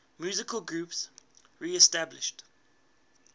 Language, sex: English, male